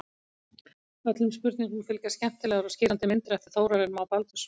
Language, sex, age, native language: Icelandic, female, 50-59, Icelandic